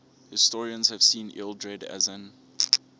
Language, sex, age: English, male, 24